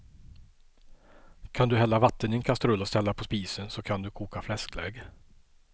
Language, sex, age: Swedish, male, 50